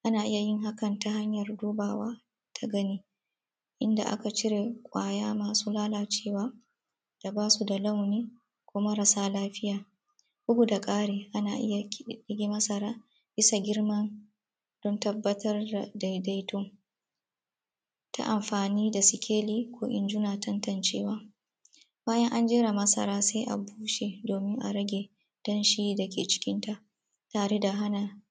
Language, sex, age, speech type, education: Hausa, female, 30-45, spontaneous, tertiary